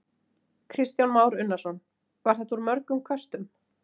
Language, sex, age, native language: Icelandic, female, 30-39, Icelandic